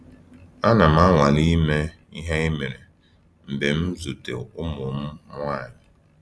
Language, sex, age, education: Igbo, male, 15-29, tertiary